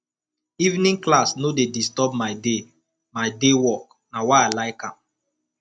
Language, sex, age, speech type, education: Nigerian Pidgin, male, 15-29, spontaneous, tertiary